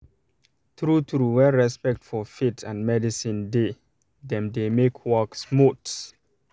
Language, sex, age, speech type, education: Nigerian Pidgin, male, 30-45, spontaneous, tertiary